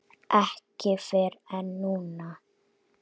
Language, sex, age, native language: Icelandic, male, 7, Icelandic